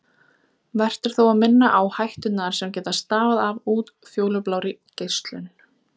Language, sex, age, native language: Icelandic, female, 20-29, Icelandic